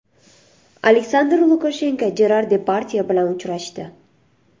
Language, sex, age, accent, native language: Uzbek, female, 25-34, Surxondaryo, Uzbek